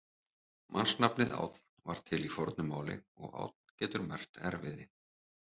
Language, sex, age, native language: Icelandic, male, 30-39, Icelandic